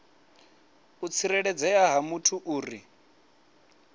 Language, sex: Venda, male